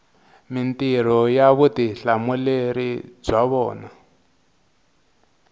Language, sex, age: Tsonga, male, 22